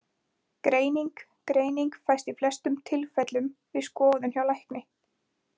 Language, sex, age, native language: Icelandic, female, 20-29, Icelandic